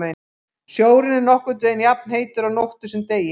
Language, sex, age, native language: Icelandic, female, 50-59, Icelandic